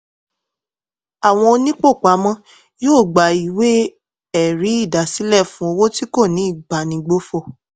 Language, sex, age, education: Yoruba, female, 15-29, tertiary